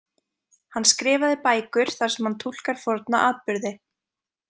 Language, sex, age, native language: Icelandic, female, 20-29, Icelandic